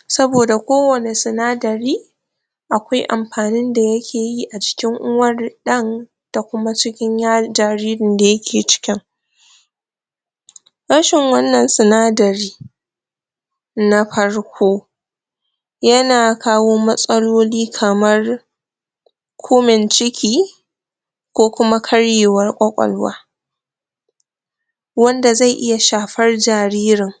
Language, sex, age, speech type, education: Hausa, female, 46-60, spontaneous, tertiary